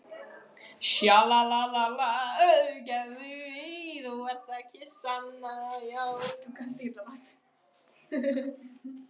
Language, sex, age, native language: Icelandic, female, 13, Icelandic